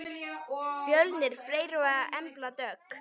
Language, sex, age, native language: Icelandic, male, 9, Icelandic